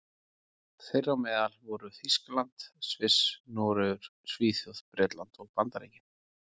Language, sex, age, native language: Icelandic, male, 40-49, Icelandic